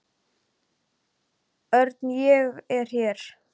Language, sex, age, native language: Icelandic, male, 10, Icelandic